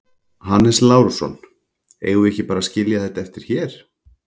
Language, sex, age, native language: Icelandic, male, 40-49, Icelandic